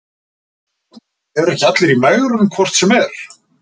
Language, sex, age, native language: Icelandic, male, 50-59, Icelandic